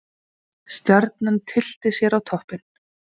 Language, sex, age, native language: Icelandic, female, 20-29, Icelandic